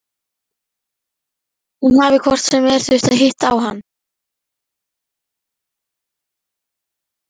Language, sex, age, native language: Icelandic, female, 11, Icelandic